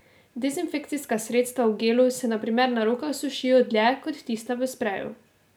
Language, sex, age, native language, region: Slovenian, female, 18-29, Slovenian, Drava region